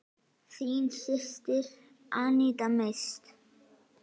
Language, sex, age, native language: Icelandic, male, 9, Icelandic